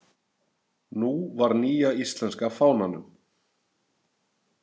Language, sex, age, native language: Icelandic, male, 30-39, Icelandic